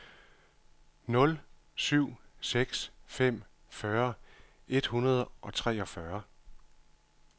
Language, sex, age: Danish, male, 51